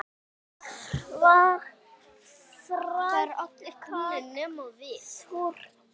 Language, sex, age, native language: Icelandic, male, 6, Icelandic